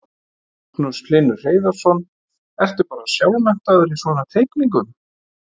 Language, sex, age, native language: Icelandic, male, 50-59, Icelandic